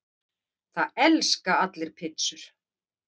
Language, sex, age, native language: Icelandic, female, 50-59, Icelandic